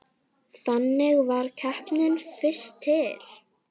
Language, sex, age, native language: Icelandic, female, 10, Icelandic